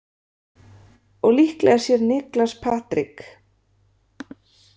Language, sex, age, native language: Icelandic, female, 30-39, Icelandic